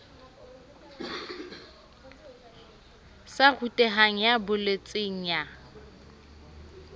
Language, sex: Southern Sotho, female